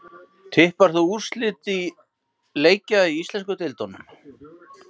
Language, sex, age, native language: Icelandic, male, 50-59, Icelandic